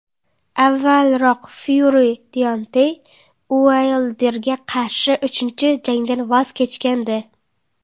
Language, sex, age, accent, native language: Uzbek, female, under 19, Qoraqalpog'iston, Karakalpak